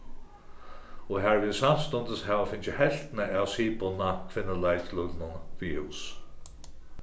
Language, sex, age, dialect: Faroese, male, 36-60, Suðurstreymoy